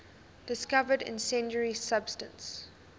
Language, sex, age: English, female, 20